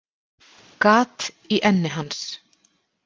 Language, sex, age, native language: Icelandic, female, 40-49, Icelandic